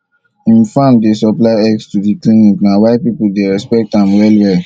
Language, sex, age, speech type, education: Nigerian Pidgin, male, 30-45, spontaneous, tertiary